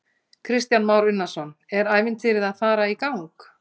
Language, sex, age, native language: Icelandic, female, 50-59, Icelandic